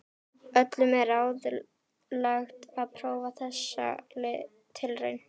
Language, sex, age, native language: Icelandic, female, 18-19, Icelandic